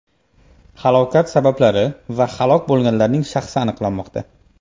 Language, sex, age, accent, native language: Uzbek, male, 25-34, Toshkent viloyati, Uzbek